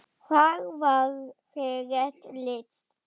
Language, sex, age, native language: Icelandic, female, 10, German